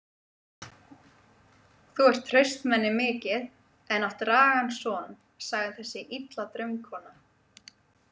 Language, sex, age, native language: Icelandic, female, 20-29, Icelandic